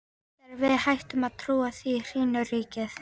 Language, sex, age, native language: Icelandic, female, 13, Icelandic